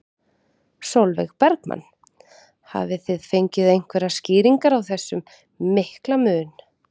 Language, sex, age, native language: Icelandic, female, 30-39, Icelandic